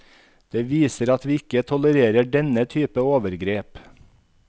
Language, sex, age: Norwegian, male, 51